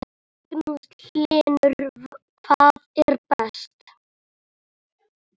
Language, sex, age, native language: Icelandic, male, 10, Icelandic